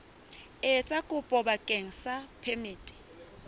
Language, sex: Southern Sotho, female